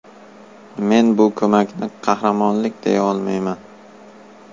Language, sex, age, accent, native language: Uzbek, male, 18-24, Farg'ona, Uzbek